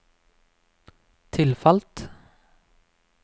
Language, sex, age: Norwegian, male, 26